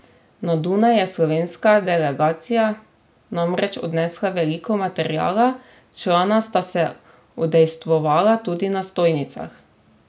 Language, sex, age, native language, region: Slovenian, female, 18-29, Slovenian, Drava region